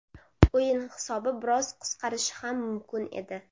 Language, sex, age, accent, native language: Uzbek, female, 19-29, Surxondaryo, Uzbek